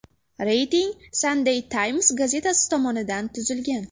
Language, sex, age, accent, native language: Uzbek, female, 12-17, Farg'ona, Uzbek